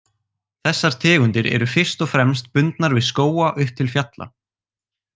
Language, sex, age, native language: Icelandic, male, 18-19, Icelandic